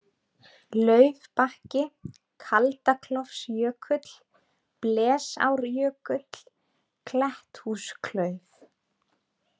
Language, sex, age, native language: Icelandic, female, 20-29, Icelandic